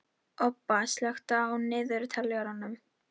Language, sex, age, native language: Icelandic, female, 13, Icelandic